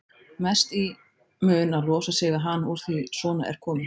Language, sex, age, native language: Icelandic, female, 30-39, Icelandic